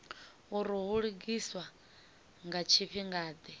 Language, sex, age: Venda, female, 18